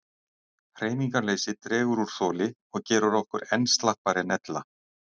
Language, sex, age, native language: Icelandic, male, 60-69, Icelandic